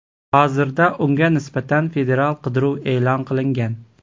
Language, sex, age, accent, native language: Uzbek, male, 18-24, Farg'ona, Uzbek